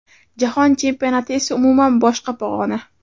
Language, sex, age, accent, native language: Uzbek, female, 18-24, Samarqand, Uzbek